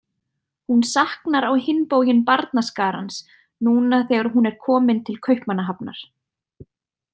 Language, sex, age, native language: Icelandic, female, 30-39, Icelandic